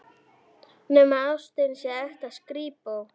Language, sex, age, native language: Icelandic, female, 9, Icelandic